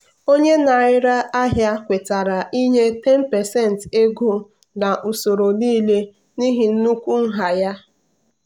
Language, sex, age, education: Igbo, female, 15-29, tertiary